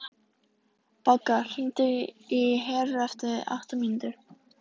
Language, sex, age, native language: Icelandic, female, 14, Icelandic